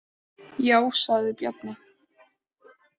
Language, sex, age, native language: Icelandic, female, 18-19, Icelandic